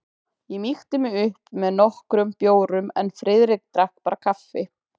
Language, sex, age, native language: Icelandic, female, 20-29, Icelandic